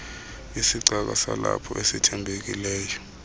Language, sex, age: Xhosa, male, 33